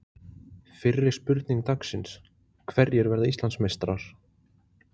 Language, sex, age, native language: Icelandic, male, 20-29, Icelandic